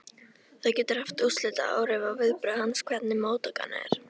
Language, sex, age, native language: Icelandic, female, 13, Icelandic